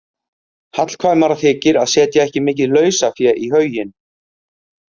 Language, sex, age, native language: Icelandic, male, 30-39, Icelandic